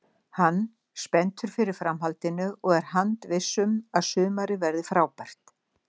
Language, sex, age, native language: Icelandic, female, 60-69, Icelandic